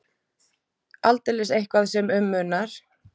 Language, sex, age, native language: Icelandic, female, 20-29, Icelandic